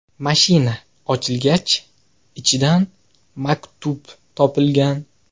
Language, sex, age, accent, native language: Uzbek, male, 18-24, Xorazm, Uzbek